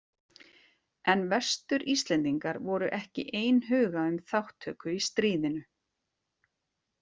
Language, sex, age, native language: Icelandic, female, 40-49, Icelandic